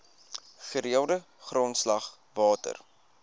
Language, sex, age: Afrikaans, male, 20